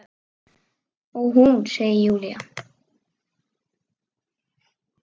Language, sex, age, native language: Icelandic, male, 9, Icelandic